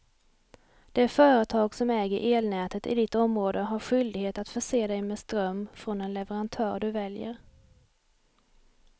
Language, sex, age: Swedish, female, 28